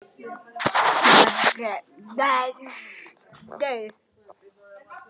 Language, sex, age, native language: Icelandic, male, 9, Icelandic